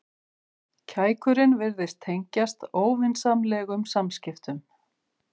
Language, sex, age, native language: Icelandic, female, 50-59, Icelandic